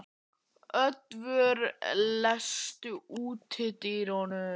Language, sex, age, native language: Icelandic, male, 11, Icelandic